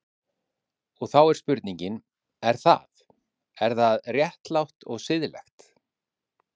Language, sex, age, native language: Icelandic, male, 50-59, Icelandic